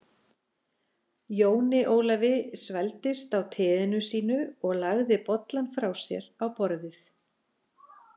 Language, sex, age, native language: Icelandic, female, 40-49, Icelandic